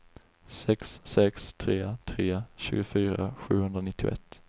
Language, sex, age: Swedish, male, 20